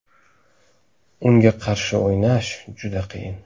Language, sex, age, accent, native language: Uzbek, male, 18-24, Namangan, Uzbek